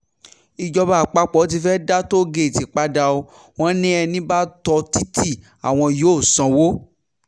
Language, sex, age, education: Yoruba, male, 15-29, tertiary